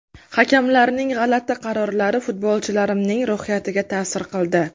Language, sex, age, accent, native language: Uzbek, female, 19-29, Qashqadaryo, Uzbek